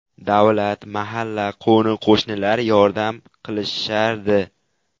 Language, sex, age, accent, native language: Uzbek, male, 12-17, Qashqadaryo, Uzbek